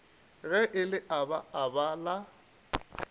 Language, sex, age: Northern Sotho, male, 27